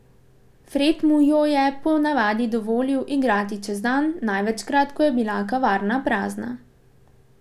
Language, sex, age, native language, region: Slovenian, female, 18-29, Slovenian, Pomurje region